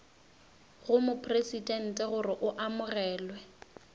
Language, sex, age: Northern Sotho, female, 19